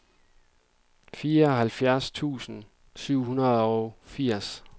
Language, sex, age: Danish, male, 26